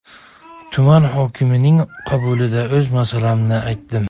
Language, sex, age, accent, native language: Uzbek, male, 25-34, Samarqand, Uzbek